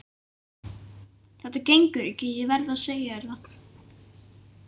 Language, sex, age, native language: Icelandic, male, 11, Icelandic